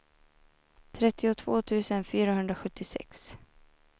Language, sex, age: Swedish, female, 24